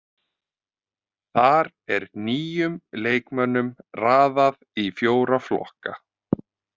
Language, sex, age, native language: Icelandic, male, 30-39, Icelandic